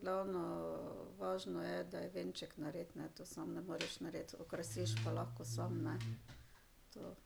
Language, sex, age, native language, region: Slovenian, female, 60+, Slovenian, Drava region